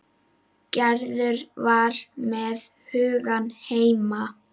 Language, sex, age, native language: Icelandic, female, 9, Icelandic